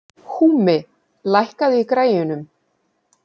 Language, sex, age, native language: Icelandic, female, 40-49, Icelandic